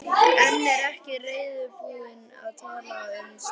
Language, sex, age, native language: Icelandic, male, 11, Icelandic